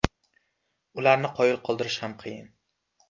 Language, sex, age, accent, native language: Uzbek, male, 12-17, Samarqand, Uzbek